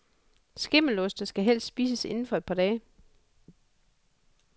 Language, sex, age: Danish, female, 41